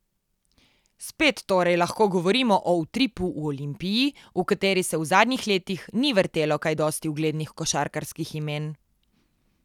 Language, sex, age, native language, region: Slovenian, female, 18-29, Slovenian, Coastal Karst region